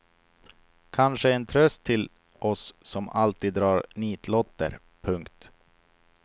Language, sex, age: Swedish, male, 28